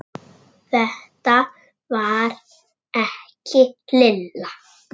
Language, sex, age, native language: Icelandic, male, 6, Icelandic